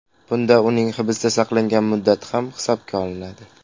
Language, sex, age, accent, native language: Uzbek, male, under 19, Qashqadaryo, Uzbek